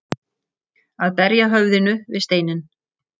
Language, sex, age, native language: Icelandic, female, 60-69, Icelandic